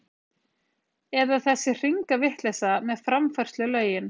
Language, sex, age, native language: Icelandic, female, 30-39, Icelandic